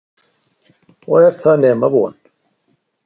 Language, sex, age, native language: Icelandic, male, 60-69, Icelandic